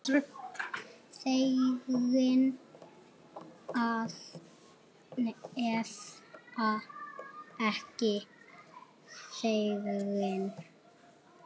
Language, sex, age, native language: Icelandic, male, 6, Icelandic